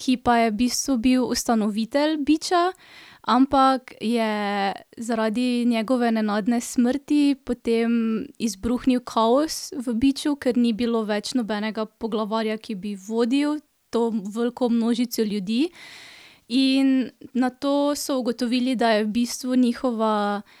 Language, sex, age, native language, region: Slovenian, female, 18-29, Slovenian, Drava region